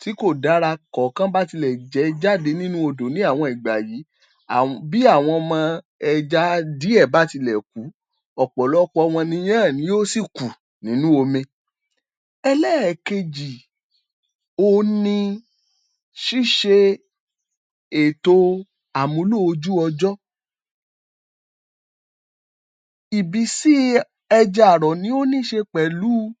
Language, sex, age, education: Yoruba, male, 30-45, tertiary